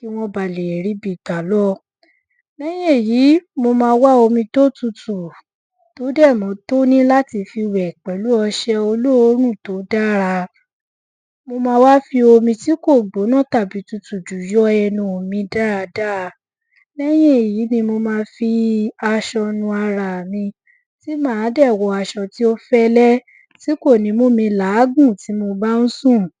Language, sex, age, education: Yoruba, female, 15-29, tertiary